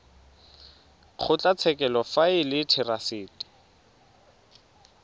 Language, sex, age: Tswana, male, 22